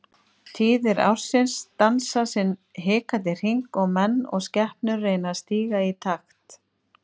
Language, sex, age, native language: Icelandic, female, 50-59, Icelandic